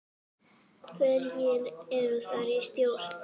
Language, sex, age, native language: Icelandic, female, 8, Icelandic